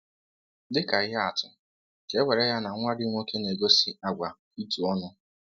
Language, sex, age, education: Igbo, male, 15-29, tertiary